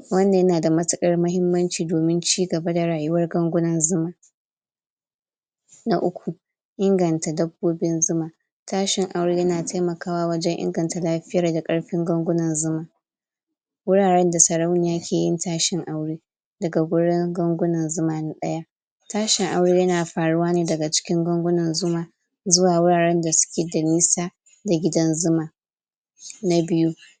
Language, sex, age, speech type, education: Hausa, female, 46-60, spontaneous, tertiary